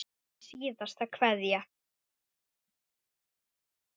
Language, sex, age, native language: Icelandic, male, 9, Icelandic